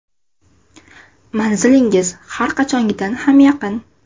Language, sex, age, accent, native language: Uzbek, female, under 19, Andijon, Uzbek